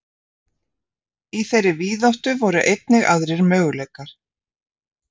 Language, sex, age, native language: Icelandic, female, 50-59, Icelandic